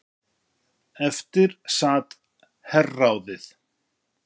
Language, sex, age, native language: Icelandic, male, 50-59, Icelandic